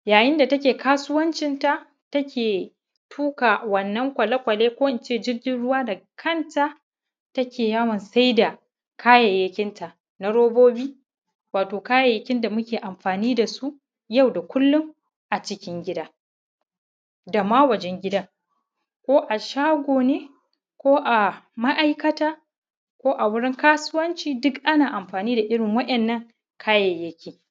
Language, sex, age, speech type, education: Hausa, male, 15-29, spontaneous, primary